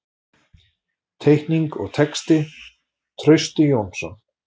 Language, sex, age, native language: Icelandic, male, 40-49, Icelandic